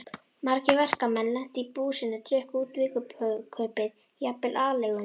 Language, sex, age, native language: Icelandic, female, 11, Icelandic